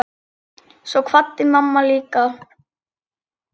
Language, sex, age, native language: Icelandic, female, 8, Icelandic